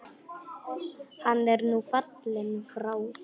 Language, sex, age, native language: Icelandic, male, 10, Polish